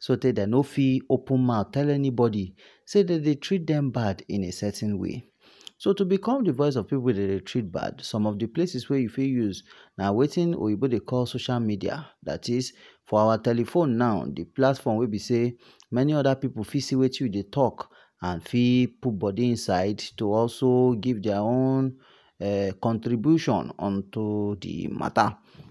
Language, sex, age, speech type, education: Nigerian Pidgin, male, 30-45, spontaneous, tertiary